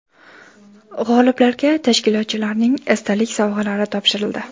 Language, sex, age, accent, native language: Uzbek, female, 18-24, Toshkent shahri, Uzbek